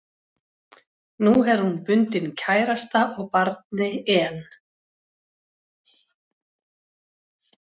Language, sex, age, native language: Icelandic, female, 40-49, Icelandic